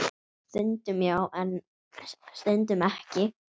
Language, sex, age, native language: Icelandic, male, 9, Icelandic